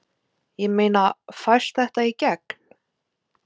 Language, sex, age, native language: Icelandic, female, 18-19, Icelandic